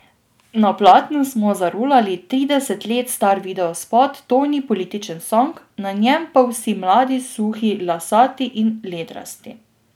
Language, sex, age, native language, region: Slovenian, female, 18-29, Slovenian, Drava region